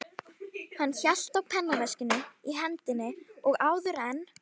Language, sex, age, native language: Icelandic, female, 12, Icelandic